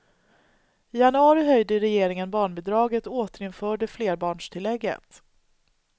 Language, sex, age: Swedish, female, 39